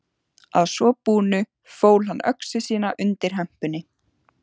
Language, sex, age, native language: Icelandic, female, 14, Icelandic